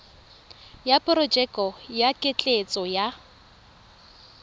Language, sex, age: Tswana, female, 23